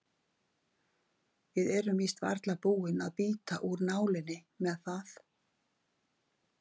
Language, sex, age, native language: Icelandic, female, 50-59, Icelandic